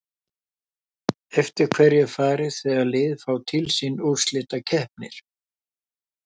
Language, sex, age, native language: Icelandic, male, 70-79, Icelandic